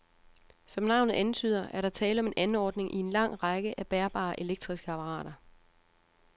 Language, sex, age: Danish, female, 34